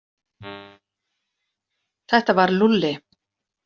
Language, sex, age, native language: Icelandic, female, 40-49, Icelandic